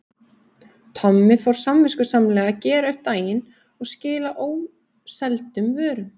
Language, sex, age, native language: Icelandic, female, 30-39, Icelandic